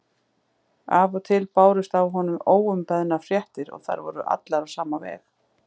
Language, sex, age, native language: Icelandic, female, 50-59, Icelandic